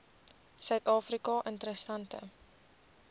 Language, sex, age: Afrikaans, female, 20